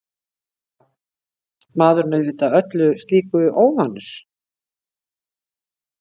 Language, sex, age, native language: Icelandic, female, 60-69, Icelandic